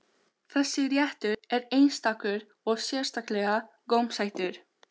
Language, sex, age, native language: Icelandic, female, 13, Albanian